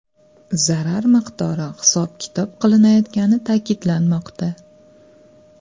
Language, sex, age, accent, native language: Uzbek, female, 25-34, Andijon, Uzbek